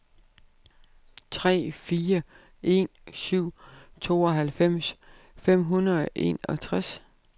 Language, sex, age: Danish, female, 32